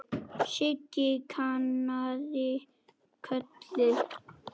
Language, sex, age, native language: Icelandic, male, 10, Icelandic